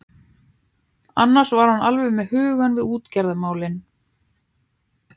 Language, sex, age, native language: Icelandic, other, 15, Icelandic